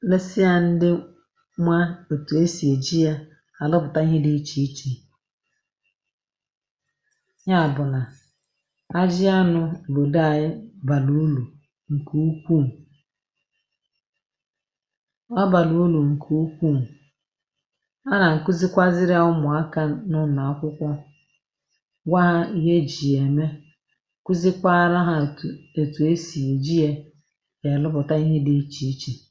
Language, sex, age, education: Igbo, female, 46-60, tertiary